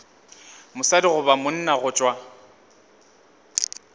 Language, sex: Northern Sotho, male